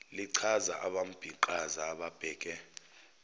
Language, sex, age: Zulu, male, 29